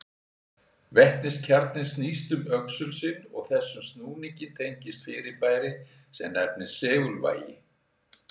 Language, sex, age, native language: Icelandic, male, 60-69, Icelandic